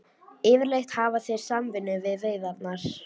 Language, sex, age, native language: Icelandic, female, 18-19, Icelandic